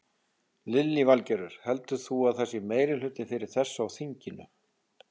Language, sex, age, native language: Icelandic, male, 40-49, Icelandic